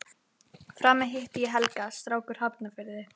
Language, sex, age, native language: Icelandic, female, 11, Icelandic